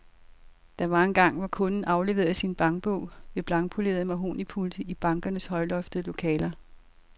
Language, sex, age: Danish, female, 67